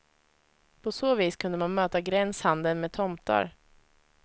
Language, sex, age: Swedish, female, 25